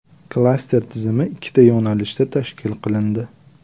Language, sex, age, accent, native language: Uzbek, male, 25-34, Farg'ona, Uzbek